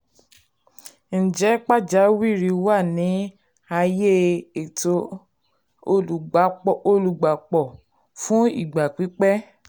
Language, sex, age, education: Yoruba, female, 15-29, secondary